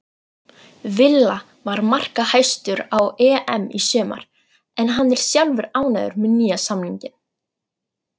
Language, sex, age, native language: Icelandic, female, 40-49, Icelandic